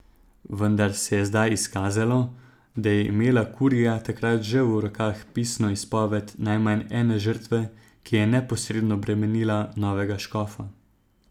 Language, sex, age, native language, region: Slovenian, male, 30-49, Slovenian, Zasavska region